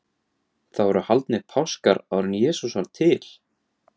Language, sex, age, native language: Icelandic, male, 17, Icelandic